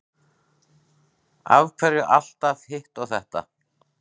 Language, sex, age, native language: Icelandic, male, 40-49, Icelandic